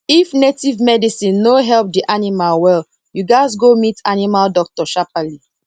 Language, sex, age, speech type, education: Nigerian Pidgin, female, 30-45, spontaneous, tertiary